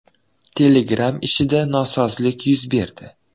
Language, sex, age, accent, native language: Uzbek, male, 12-17, Toshkent viloyati, Uzbek